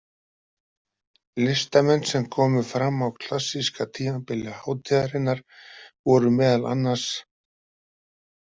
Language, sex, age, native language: Icelandic, female, 30-39, Icelandic